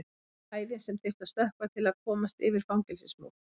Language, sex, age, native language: Icelandic, female, 50-59, Icelandic